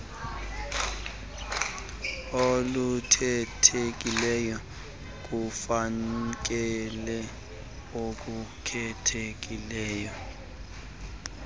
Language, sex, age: Xhosa, male, 19